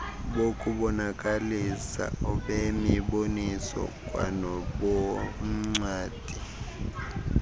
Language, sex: Xhosa, male